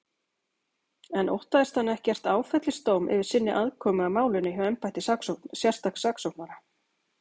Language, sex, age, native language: Icelandic, female, 40-49, Icelandic